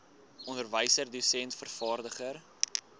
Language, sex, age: Afrikaans, male, 19